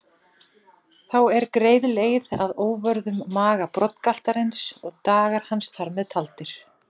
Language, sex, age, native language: Icelandic, female, 40-49, Icelandic